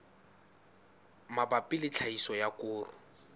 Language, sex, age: Southern Sotho, male, 19